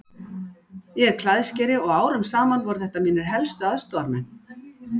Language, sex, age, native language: Icelandic, female, 60-69, Icelandic